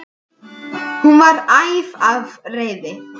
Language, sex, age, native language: Icelandic, male, 10, Icelandic